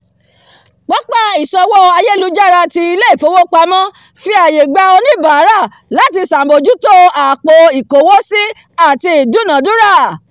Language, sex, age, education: Yoruba, female, 46-60, tertiary